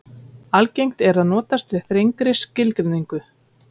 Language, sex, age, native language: Icelandic, female, 30-39, Icelandic